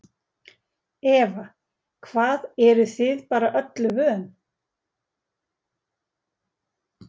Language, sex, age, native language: Icelandic, female, 40-49, Icelandic